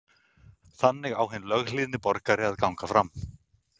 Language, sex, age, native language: Icelandic, male, 30-39, Icelandic